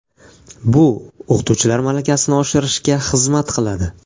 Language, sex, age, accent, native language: Uzbek, male, 18-24, Navoiy, Uzbek